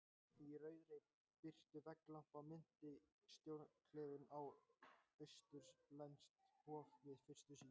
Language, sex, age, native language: Icelandic, male, 18-19, Icelandic